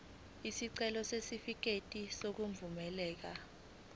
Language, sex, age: Zulu, female, 19